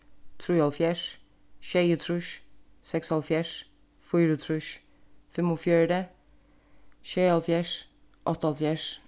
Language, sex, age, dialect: Faroese, female, 15-35, Suðurstreymoy